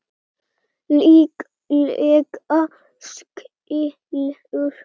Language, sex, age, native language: Icelandic, male, 7, Icelandic